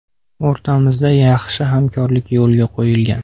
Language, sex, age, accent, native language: Uzbek, male, 18-24, Andijon, Uzbek